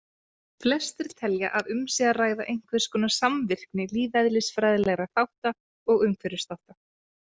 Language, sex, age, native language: Icelandic, female, 30-39, Icelandic